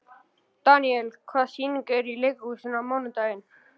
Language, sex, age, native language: Icelandic, male, 11, Icelandic